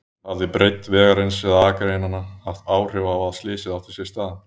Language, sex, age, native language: Icelandic, male, 30-39, Icelandic